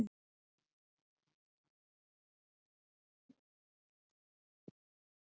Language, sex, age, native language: Icelandic, female, 30-39, Icelandic